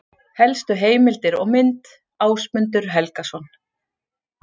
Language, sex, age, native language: Icelandic, female, 40-49, Icelandic